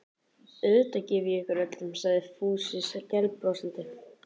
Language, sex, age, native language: Icelandic, male, 14, Icelandic